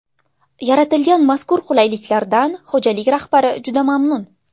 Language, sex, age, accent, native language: Uzbek, female, 19-29, Jizzax, Uzbek